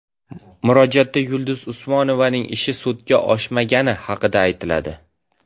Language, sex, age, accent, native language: Uzbek, male, 18-24, Navoiy, Uzbek